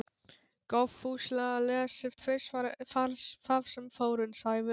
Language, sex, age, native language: Icelandic, male, 12, Polish